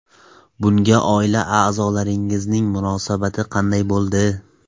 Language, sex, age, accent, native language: Uzbek, male, 18-24, Toshkent viloyati, Tajik